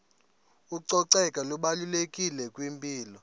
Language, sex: Xhosa, male